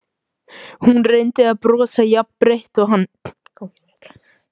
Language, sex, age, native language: Icelandic, male, 18-19, Icelandic